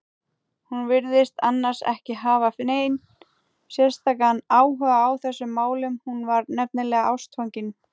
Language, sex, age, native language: Icelandic, female, 18-19, Icelandic